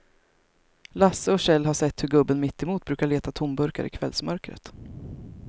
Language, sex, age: Swedish, female, 33